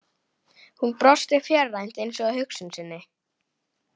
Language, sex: Icelandic, female